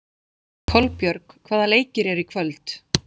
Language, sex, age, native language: Icelandic, male, 16, Icelandic